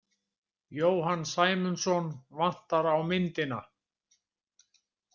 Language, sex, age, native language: Icelandic, male, 60-69, Icelandic